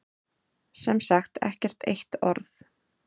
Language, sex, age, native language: Icelandic, female, 30-39, Icelandic